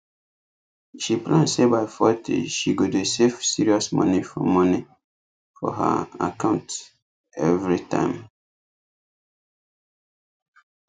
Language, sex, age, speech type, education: Nigerian Pidgin, male, 15-29, spontaneous, tertiary